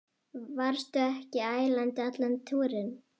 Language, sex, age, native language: Icelandic, female, 9, Icelandic